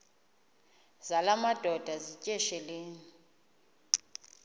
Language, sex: Xhosa, female